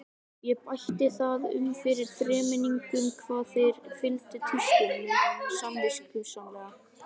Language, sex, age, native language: Icelandic, male, 18-19, Icelandic